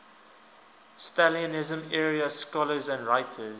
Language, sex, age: English, male, 20